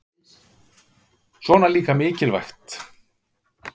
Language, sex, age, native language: Icelandic, male, 50-59, Icelandic